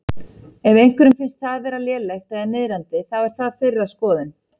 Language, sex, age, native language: Icelandic, female, 30-39, Icelandic